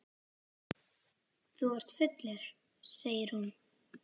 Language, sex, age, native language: Icelandic, female, 10, Icelandic